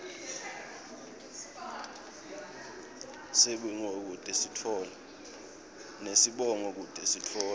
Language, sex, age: Swati, male, 24